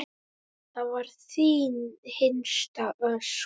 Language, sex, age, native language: Icelandic, male, 10, Icelandic